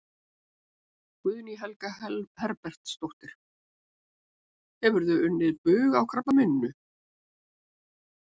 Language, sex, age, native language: Icelandic, female, 70-79, Icelandic